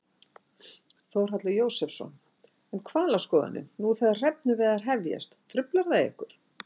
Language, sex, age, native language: Icelandic, female, 60-69, Icelandic